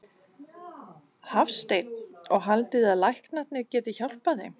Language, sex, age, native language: Icelandic, female, 40-49, Danish